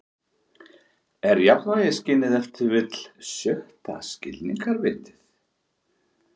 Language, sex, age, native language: Icelandic, male, 40-49, Icelandic